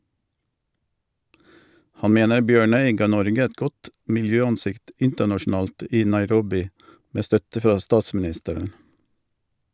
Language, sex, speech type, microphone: Norwegian, male, read, Shure